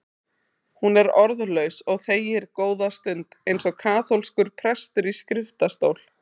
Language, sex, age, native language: Icelandic, female, 30-39, Icelandic